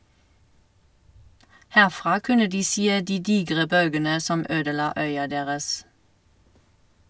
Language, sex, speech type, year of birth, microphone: Norwegian, female, read, 1971, Shure